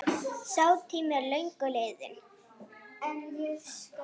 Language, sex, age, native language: Icelandic, female, 8, Icelandic